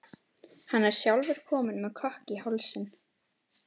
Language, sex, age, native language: Icelandic, female, 12, Icelandic